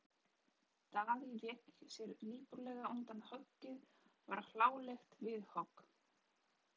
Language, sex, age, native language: Icelandic, female, 30-39, Polish